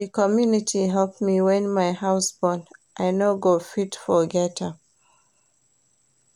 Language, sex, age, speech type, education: Nigerian Pidgin, female, 30-45, read, primary